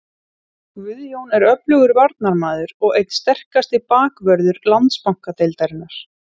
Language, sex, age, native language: Icelandic, female, 30-39, Icelandic